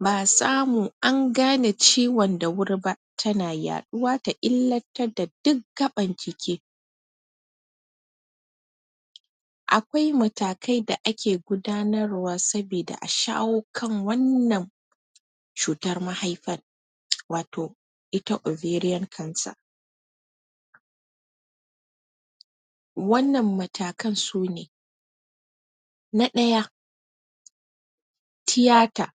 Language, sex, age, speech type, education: Hausa, female, 30-45, spontaneous, tertiary